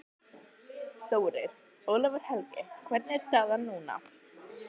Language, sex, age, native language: Icelandic, other, 12, Icelandic